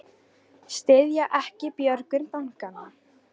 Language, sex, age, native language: Icelandic, female, 18-19, Icelandic